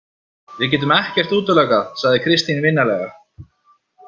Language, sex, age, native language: Icelandic, male, 30-39, Icelandic